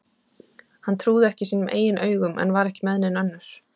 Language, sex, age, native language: Icelandic, female, 30-39, Icelandic